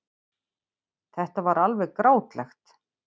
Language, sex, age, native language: Icelandic, female, 50-59, Icelandic